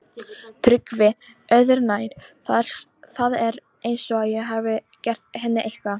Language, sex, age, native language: Icelandic, female, 18-19, Icelandic